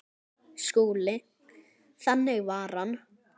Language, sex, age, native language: Icelandic, male, 9, Icelandic